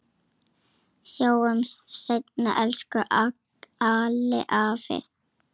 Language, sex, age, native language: Icelandic, female, 7, Icelandic